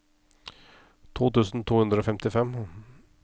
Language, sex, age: Norwegian, male, 34